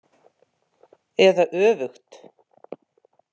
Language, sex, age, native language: Icelandic, female, 50-59, Icelandic